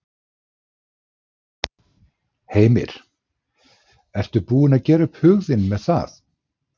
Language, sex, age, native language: Icelandic, male, 60-69, Icelandic